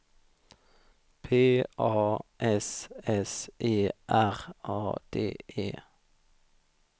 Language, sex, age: Swedish, male, 32